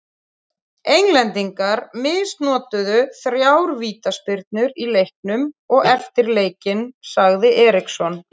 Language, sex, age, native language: Icelandic, female, 30-39, Icelandic